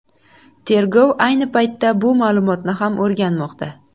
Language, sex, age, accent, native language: Uzbek, female, 18-24, Buxoro, Uzbek